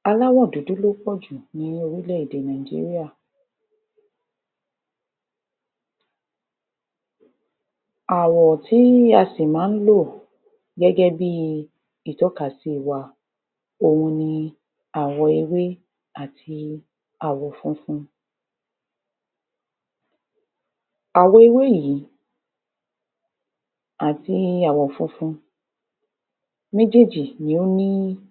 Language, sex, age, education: Yoruba, female, 60+, tertiary